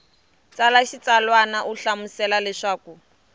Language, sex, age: Tsonga, female, 23